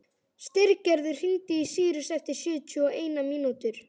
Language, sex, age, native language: Icelandic, male, 11, Icelandic